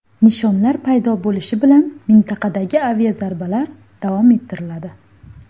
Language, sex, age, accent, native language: Uzbek, female, 19-29, Farg'ona, Uzbek